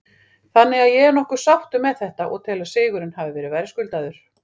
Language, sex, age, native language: Icelandic, female, 40-49, Icelandic